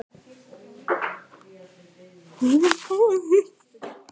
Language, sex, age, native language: Icelandic, male, 18-19, Icelandic